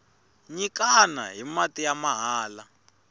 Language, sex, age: Tsonga, male, 21